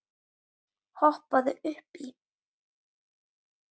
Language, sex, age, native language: Icelandic, female, 8, Icelandic